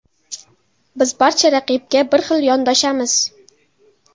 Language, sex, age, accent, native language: Uzbek, female, 12-17, Toshkent shahri, Uzbek